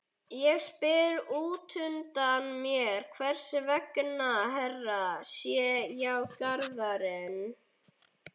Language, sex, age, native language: Icelandic, male, 11, Icelandic